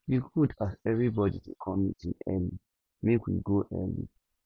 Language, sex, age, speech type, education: Nigerian Pidgin, male, 15-29, spontaneous, tertiary